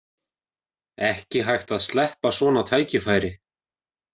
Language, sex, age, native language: Icelandic, male, 20-29, Icelandic